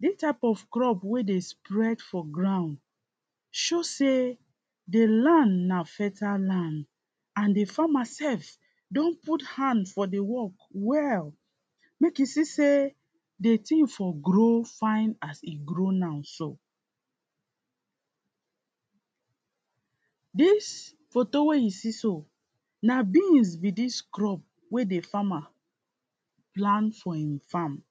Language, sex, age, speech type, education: Nigerian Pidgin, female, 15-29, spontaneous, secondary